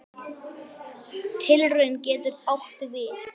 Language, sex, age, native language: Icelandic, male, 9, Icelandic